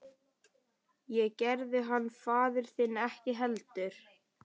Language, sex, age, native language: Icelandic, male, 11, Icelandic